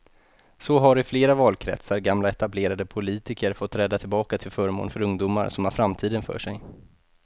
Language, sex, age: Swedish, male, 28